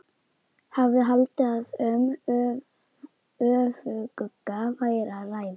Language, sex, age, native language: Icelandic, female, 11, Icelandic